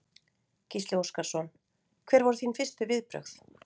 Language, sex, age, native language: Icelandic, female, 40-49, Icelandic